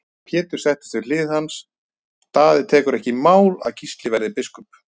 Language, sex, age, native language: Icelandic, male, 30-39, Icelandic